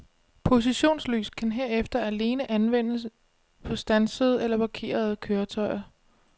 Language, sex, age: Danish, female, 25